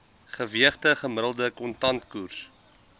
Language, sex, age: Afrikaans, male, 20